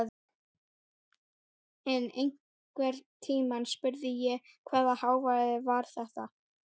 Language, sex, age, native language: Icelandic, male, 11, Icelandic